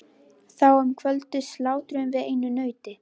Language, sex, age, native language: Icelandic, female, 11, Icelandic